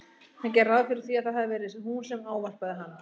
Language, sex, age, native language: Icelandic, female, 30-39, Icelandic